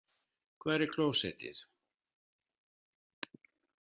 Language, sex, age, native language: Icelandic, male, 70-79, Icelandic